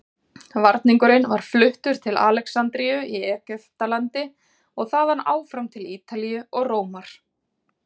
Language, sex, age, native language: Icelandic, female, 40-49, Icelandic